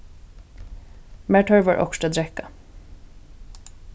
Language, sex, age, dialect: Faroese, female, 15-35, Suðurstreymoy